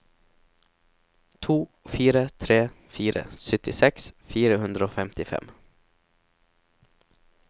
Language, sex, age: Norwegian, male, 17